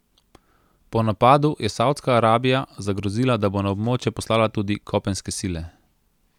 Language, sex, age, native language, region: Slovenian, male, 30-49, Slovenian, Central Slovenia